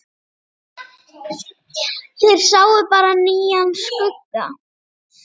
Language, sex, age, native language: Icelandic, female, 8, Icelandic